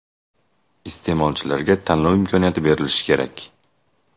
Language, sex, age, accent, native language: Uzbek, male, 18-24, Jizzax, Uzbek